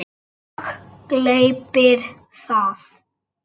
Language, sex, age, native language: Icelandic, male, 8, Icelandic